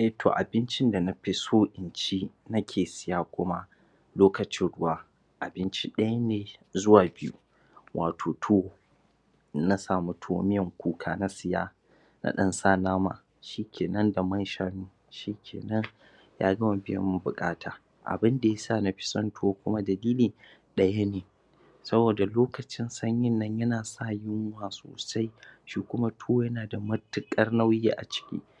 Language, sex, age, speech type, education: Hausa, male, 30-45, spontaneous, tertiary